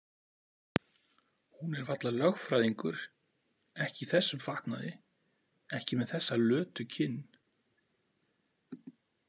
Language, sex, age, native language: Icelandic, male, 40-49, Icelandic